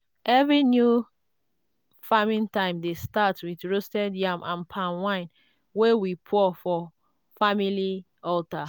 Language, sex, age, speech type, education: Nigerian Pidgin, female, 30-45, spontaneous, tertiary